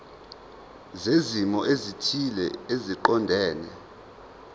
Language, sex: Zulu, male